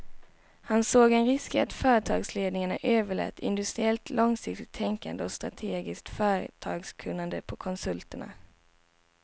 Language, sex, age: Swedish, female, 19